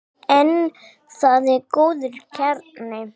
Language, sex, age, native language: Icelandic, female, 6, English